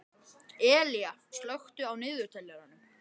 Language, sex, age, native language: Icelandic, male, 13, Icelandic